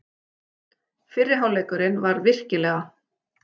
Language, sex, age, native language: Icelandic, female, 40-49, Icelandic